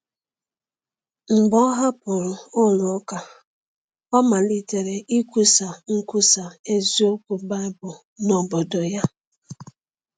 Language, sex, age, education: Igbo, female, 30-45, tertiary